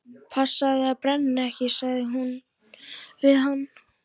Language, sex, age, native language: Icelandic, female, 14, Icelandic